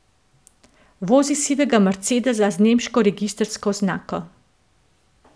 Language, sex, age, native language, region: Slovenian, female, 50-59, Slovenian, Central Slovenia